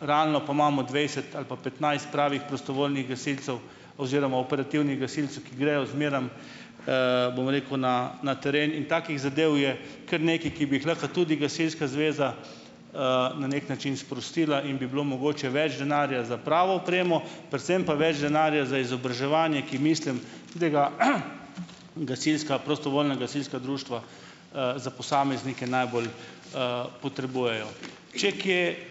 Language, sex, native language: Slovenian, male, Slovenian